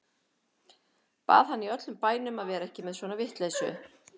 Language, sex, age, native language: Icelandic, female, 50-59, Icelandic